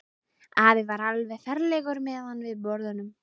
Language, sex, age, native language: Icelandic, female, 11, Icelandic